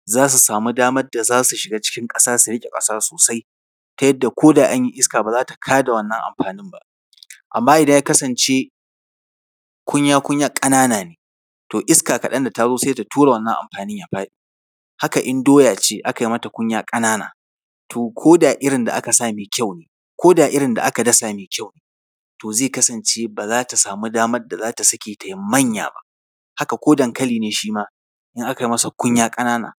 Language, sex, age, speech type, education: Hausa, male, 30-45, spontaneous, tertiary